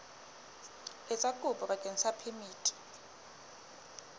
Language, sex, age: Southern Sotho, female, 23